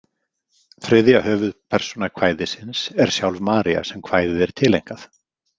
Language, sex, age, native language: Icelandic, male, 50-59, Icelandic